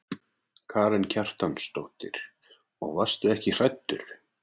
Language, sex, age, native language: Icelandic, male, 40-49, Icelandic